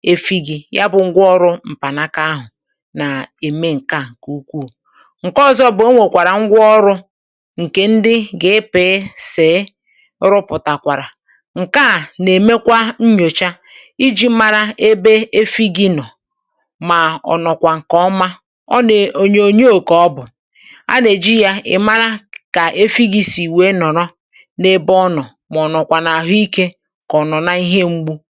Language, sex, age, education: Igbo, female, 60+, tertiary